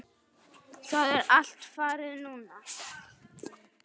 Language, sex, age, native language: Icelandic, male, 9, Icelandic